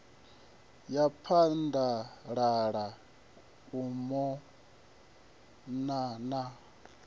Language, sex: Venda, male